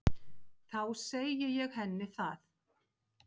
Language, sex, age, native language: Icelandic, female, 50-59, Icelandic